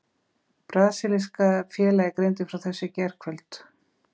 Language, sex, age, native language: Icelandic, female, 20-29, Icelandic